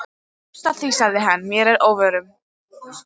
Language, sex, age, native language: Icelandic, female, 12, Icelandic